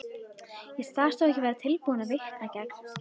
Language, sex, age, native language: Icelandic, female, 13, Icelandic